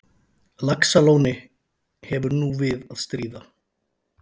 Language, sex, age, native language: Icelandic, male, 40-49, Icelandic